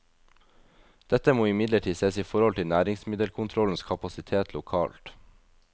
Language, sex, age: Norwegian, male, 22